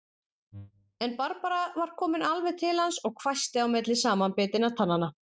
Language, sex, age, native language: Icelandic, female, 40-49, Icelandic